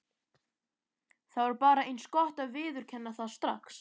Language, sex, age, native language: Icelandic, male, 11, Icelandic